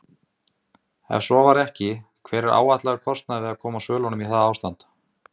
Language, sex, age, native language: Icelandic, male, 20-29, Icelandic